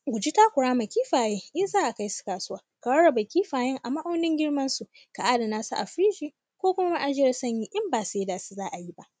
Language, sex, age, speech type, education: Hausa, female, 15-29, spontaneous, tertiary